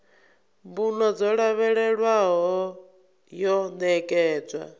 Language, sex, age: Venda, female, 24